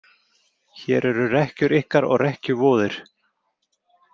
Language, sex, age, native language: Icelandic, male, 40-49, Icelandic